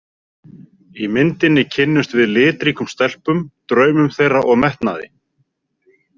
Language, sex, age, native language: Icelandic, male, 40-49, Icelandic